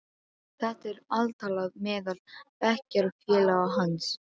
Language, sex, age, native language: Icelandic, female, 12, Serbo-Croatian